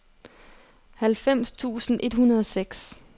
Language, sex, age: Danish, female, 30